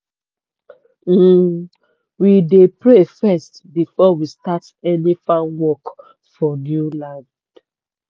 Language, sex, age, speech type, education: Nigerian Pidgin, female, 30-45, spontaneous, tertiary